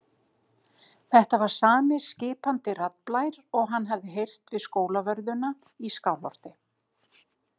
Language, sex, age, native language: Icelandic, female, 50-59, Icelandic